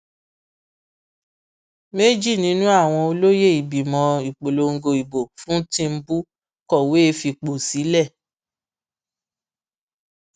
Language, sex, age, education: Yoruba, female, 30-45, tertiary